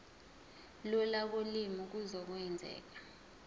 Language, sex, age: Zulu, female, 20